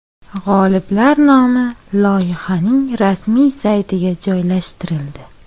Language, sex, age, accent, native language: Uzbek, female, 25-34, Toshkent viloyati, Uzbek